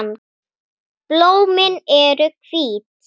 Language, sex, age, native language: Icelandic, female, 9, Icelandic